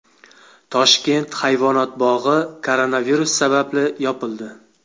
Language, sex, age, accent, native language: Uzbek, male, 25-34, Xorazm, Uzbek